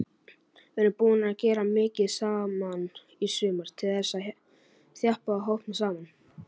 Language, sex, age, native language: Icelandic, male, 40-49, Icelandic